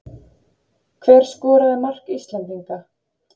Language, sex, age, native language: Icelandic, female, 30-39, Icelandic